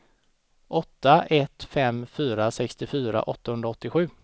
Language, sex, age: Swedish, male, 29